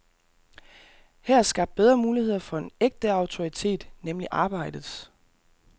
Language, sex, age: Danish, male, 32